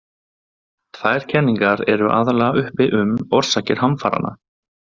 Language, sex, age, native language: Icelandic, male, 20-29, Icelandic